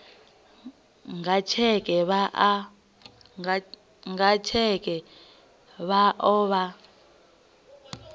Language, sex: Venda, female